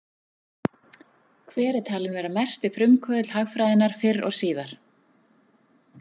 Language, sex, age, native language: Icelandic, female, 40-49, Icelandic